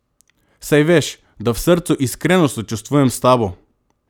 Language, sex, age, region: Slovenian, male, 18-29, Drava region